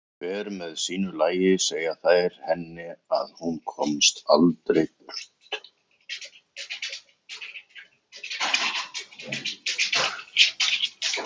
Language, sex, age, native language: Icelandic, male, 40-49, Icelandic